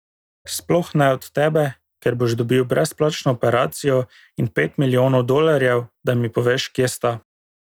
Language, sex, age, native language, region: Slovenian, male, 18-29, Slovenian, Drava region